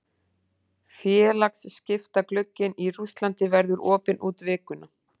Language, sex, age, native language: Icelandic, female, 40-49, Icelandic